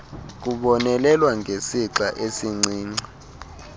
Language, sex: Xhosa, male